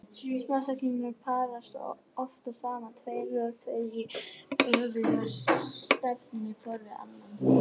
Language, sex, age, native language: Icelandic, female, 18-19, Icelandic